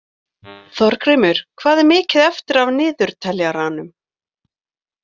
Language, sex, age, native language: Icelandic, female, 40-49, Icelandic